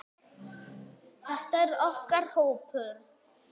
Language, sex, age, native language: Icelandic, male, 9, Icelandic